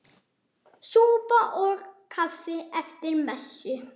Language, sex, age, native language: Icelandic, male, 8, Icelandic